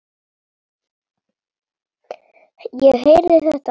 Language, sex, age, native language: Icelandic, female, 7, Icelandic